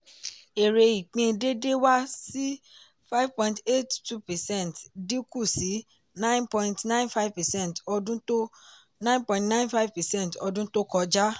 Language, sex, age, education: Yoruba, female, 15-29, tertiary